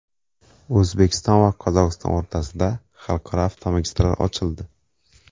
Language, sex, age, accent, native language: Uzbek, male, 25-34, Xorazm, Uzbek